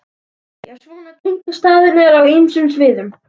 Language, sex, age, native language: Icelandic, male, 11, Icelandic